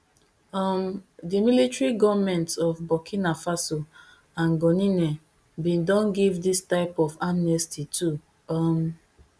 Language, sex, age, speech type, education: Nigerian Pidgin, female, 15-29, spontaneous, tertiary